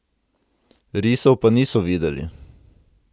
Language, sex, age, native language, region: Slovenian, male, 18-29, Slovenian, Central Slovenia